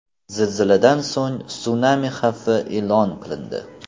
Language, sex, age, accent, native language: Uzbek, male, 18-24, Farg'ona, Uzbek